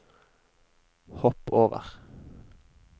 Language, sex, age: Norwegian, male, 20